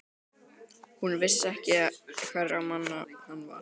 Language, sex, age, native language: Icelandic, male, 12, Icelandic